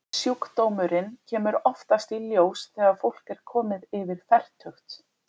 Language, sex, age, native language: Icelandic, female, 30-39, Icelandic